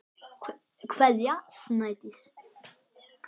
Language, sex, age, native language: Icelandic, male, 10, Icelandic